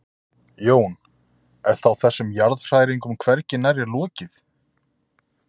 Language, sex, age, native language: Icelandic, male, 20-29, Icelandic